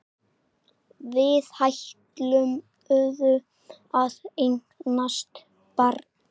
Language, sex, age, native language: Icelandic, male, 8, Icelandic